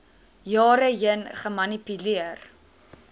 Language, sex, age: Afrikaans, female, 19